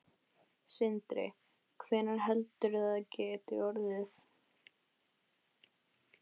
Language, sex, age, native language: Icelandic, female, 12, Icelandic